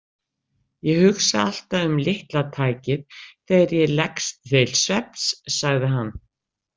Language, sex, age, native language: Icelandic, female, 60-69, Icelandic